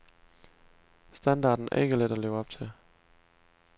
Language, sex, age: Danish, male, 19